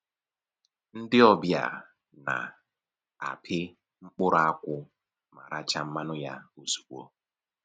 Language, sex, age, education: Igbo, male, 15-29, tertiary